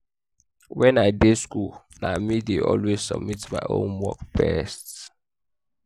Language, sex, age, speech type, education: Nigerian Pidgin, male, 15-29, spontaneous, tertiary